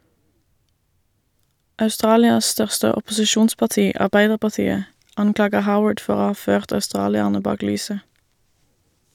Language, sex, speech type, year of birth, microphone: Norwegian, female, read, 1987, Shure